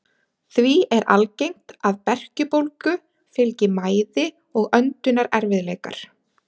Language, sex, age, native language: Icelandic, female, 30-39, Icelandic